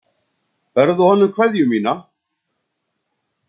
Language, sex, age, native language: Icelandic, male, 60-69, Icelandic